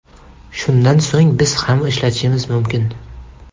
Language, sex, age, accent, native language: Uzbek, male, 18-24, Toshkent shahri, Uzbek